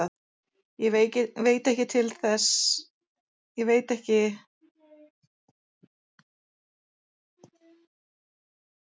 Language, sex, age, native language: Icelandic, female, 40-49, Icelandic